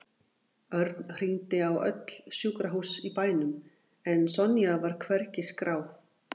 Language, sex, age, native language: Icelandic, female, 40-49, Icelandic